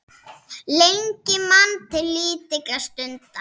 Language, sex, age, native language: Icelandic, female, 6, Icelandic